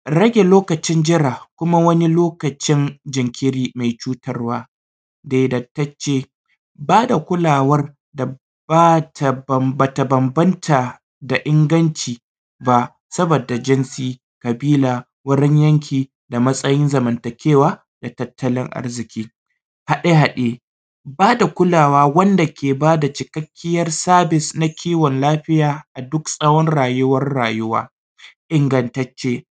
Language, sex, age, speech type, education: Hausa, male, 30-45, spontaneous, primary